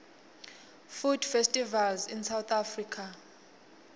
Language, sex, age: Swati, female, 21